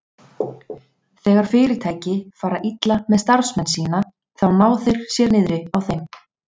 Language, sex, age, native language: Icelandic, female, 30-39, Icelandic